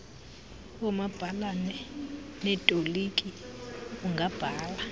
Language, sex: Xhosa, female